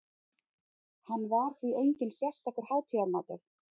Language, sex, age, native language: Icelandic, female, 30-39, Icelandic